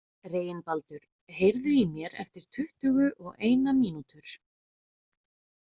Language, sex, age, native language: Icelandic, female, 20-29, Icelandic